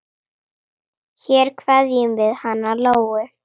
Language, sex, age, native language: Icelandic, female, 9, Icelandic